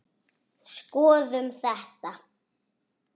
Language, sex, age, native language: Icelandic, female, 6, Icelandic